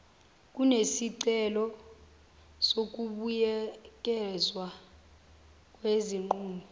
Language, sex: Zulu, female